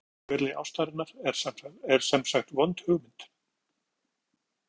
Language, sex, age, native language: Icelandic, male, 50-59, Icelandic